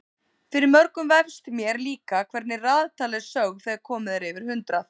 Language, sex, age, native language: Icelandic, female, 30-39, Icelandic